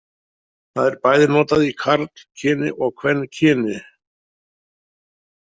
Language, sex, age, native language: Icelandic, male, 70-79, Icelandic